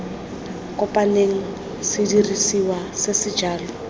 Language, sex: Tswana, female